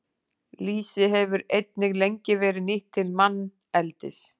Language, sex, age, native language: Icelandic, female, 40-49, Icelandic